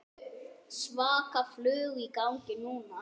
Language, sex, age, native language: Icelandic, male, 8, Icelandic